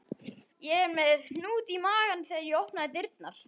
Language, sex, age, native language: Icelandic, male, 11, Icelandic